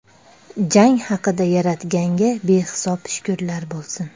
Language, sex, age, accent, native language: Uzbek, female, 35+, Andijon, Uzbek